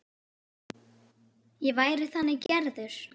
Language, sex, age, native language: Icelandic, female, 10, Icelandic